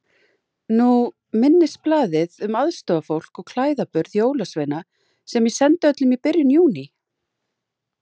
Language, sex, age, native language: Icelandic, female, 40-49, Icelandic